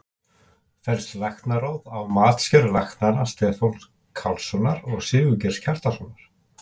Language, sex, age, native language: Icelandic, male, 50-59, Icelandic